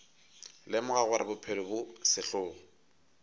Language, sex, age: Northern Sotho, male, 22